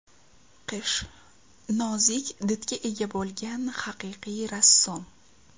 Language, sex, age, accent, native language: Uzbek, female, 18-24, Toshkent viloyati, Uzbek